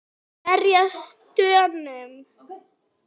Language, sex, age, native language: Icelandic, female, 8, Icelandic